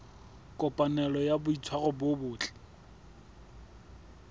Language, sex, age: Southern Sotho, male, 21